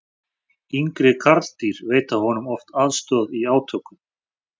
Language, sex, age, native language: Icelandic, male, 40-49, Icelandic